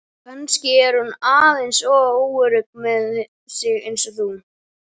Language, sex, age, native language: Icelandic, male, 12, Icelandic